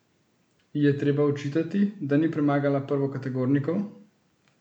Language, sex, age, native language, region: Slovenian, male, 18-29, Slovenian, Central Slovenia